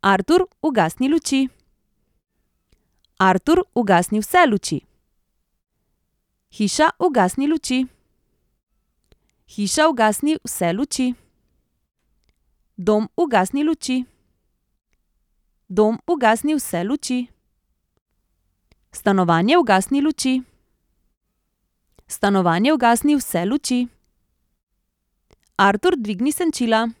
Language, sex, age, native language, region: Slovenian, female, 30-49, Slovenian, Central Slovenia